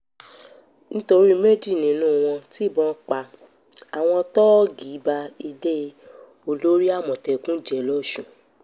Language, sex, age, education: Yoruba, female, 15-29, tertiary